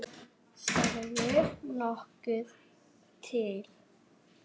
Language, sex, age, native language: Icelandic, male, 6, Icelandic